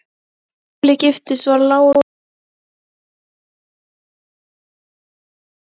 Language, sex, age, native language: Icelandic, female, 11, Icelandic